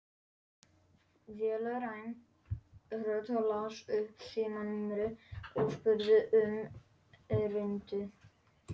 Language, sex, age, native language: Icelandic, male, 11, Polish